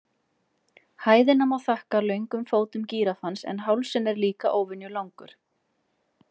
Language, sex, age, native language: Icelandic, female, 20-29, Icelandic